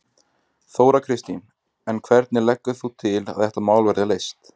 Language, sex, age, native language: Icelandic, male, 20-29, Icelandic